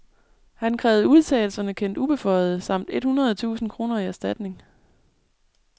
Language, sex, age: Danish, female, 37